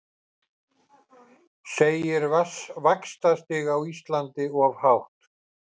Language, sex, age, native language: Icelandic, male, 50-59, Icelandic